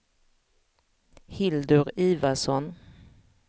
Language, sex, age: Swedish, female, 45